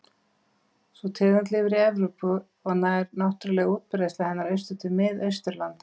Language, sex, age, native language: Icelandic, female, 50-59, Icelandic